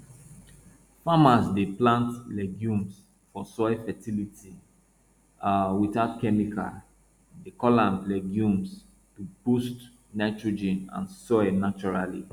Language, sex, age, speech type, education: Nigerian Pidgin, male, 30-45, spontaneous, tertiary